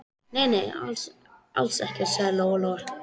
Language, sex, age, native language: Icelandic, female, 13, Icelandic